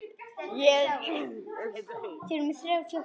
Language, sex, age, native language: Icelandic, female, 10, Icelandic